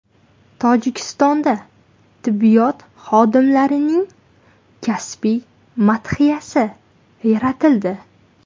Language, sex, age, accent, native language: Uzbek, female, 18-24, Qashqadaryo, Uzbek